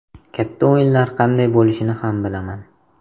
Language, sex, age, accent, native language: Uzbek, male, 18-24, Toshkent shahri, Uzbek